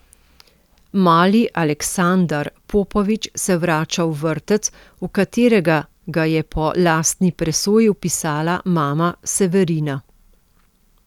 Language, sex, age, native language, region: Slovenian, female, 50-59, Slovenian, Central Slovenia